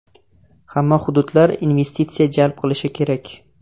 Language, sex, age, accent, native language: Uzbek, male, 18-24, Jizzax, Uzbek